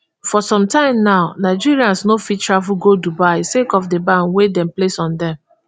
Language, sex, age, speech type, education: Nigerian Pidgin, female, 15-29, spontaneous, tertiary